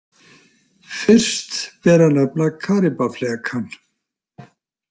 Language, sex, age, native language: Icelandic, male, 60-69, Icelandic